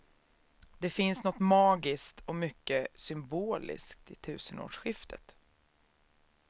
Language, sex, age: Swedish, female, 36